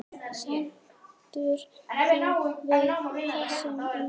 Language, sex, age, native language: Icelandic, male, 10, Icelandic